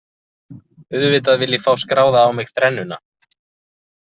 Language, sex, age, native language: Icelandic, male, 20-29, Icelandic